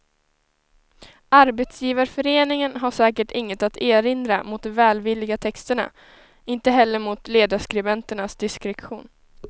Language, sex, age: Swedish, female, 19